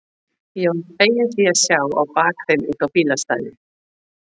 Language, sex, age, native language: Icelandic, female, 40-49, Icelandic